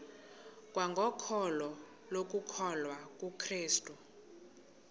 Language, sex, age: Xhosa, female, 22